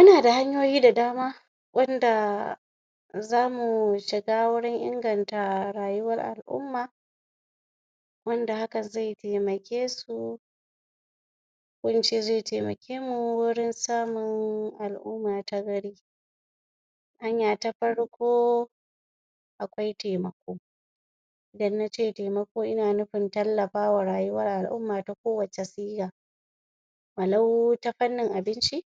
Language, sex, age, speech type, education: Hausa, female, 46-60, spontaneous, tertiary